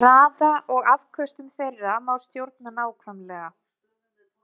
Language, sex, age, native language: Icelandic, female, 20-29, Icelandic